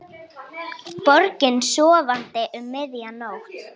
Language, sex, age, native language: Icelandic, female, 8, Icelandic